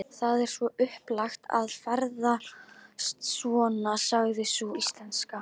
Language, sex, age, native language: Icelandic, female, 12, Icelandic